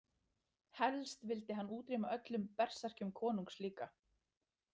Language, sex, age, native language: Icelandic, female, 30-39, Icelandic